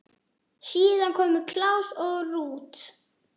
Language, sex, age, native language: Icelandic, male, 8, Icelandic